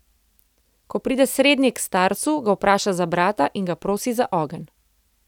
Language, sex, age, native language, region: Slovenian, female, 30-49, Slovenian, Central Slovenia